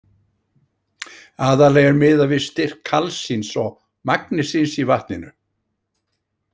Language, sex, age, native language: Icelandic, male, 60-69, Icelandic